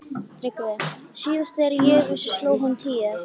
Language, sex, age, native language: Icelandic, female, 13, Icelandic